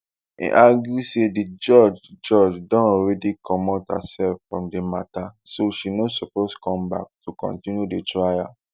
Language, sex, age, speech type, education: Nigerian Pidgin, male, 15-29, spontaneous, tertiary